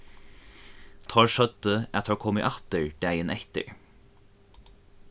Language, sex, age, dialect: Faroese, male, 15-35, Norðuroyggjar